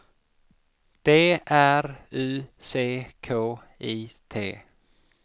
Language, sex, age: Swedish, male, 50